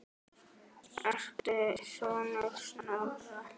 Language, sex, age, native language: Icelandic, male, 10, Icelandic